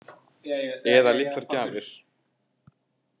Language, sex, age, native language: Icelandic, male, 18-19, Icelandic